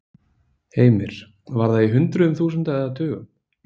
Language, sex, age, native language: Icelandic, male, 20-29, Icelandic